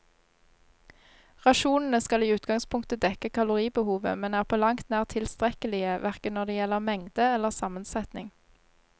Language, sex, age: Norwegian, female, 26